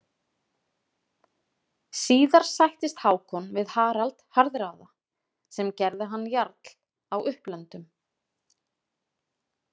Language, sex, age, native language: Icelandic, female, 40-49, Icelandic